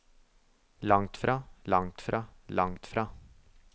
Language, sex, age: Norwegian, male, 24